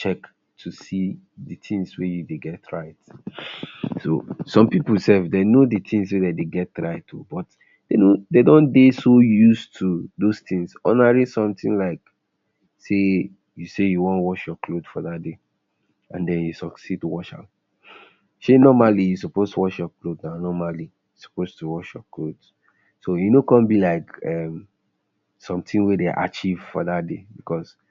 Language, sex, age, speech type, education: Nigerian Pidgin, male, 60+, spontaneous, tertiary